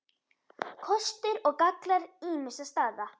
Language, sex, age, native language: Icelandic, female, 10, Icelandic